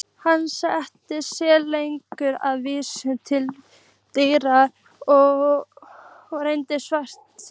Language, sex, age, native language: Icelandic, female, 15, Icelandic